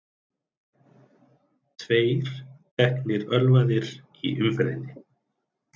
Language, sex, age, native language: Icelandic, male, 30-39, Icelandic